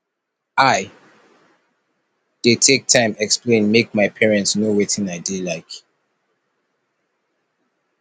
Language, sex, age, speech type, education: Nigerian Pidgin, male, 30-45, spontaneous, tertiary